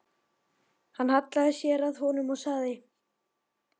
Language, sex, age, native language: Icelandic, male, 12, Icelandic